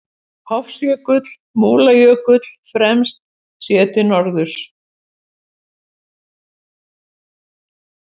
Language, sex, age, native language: Icelandic, female, 70-79, Icelandic